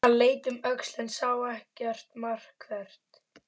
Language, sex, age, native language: Icelandic, female, 12, Icelandic